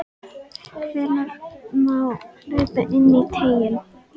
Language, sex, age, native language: Icelandic, female, 10, Icelandic